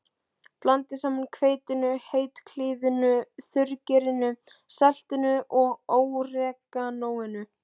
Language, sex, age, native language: Icelandic, male, 12, Icelandic